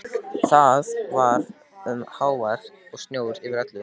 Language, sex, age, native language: Icelandic, male, 13, Icelandic